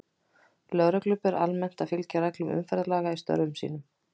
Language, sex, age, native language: Icelandic, female, 20-29, Icelandic